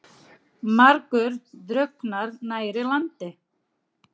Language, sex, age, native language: Icelandic, female, 30-39, Icelandic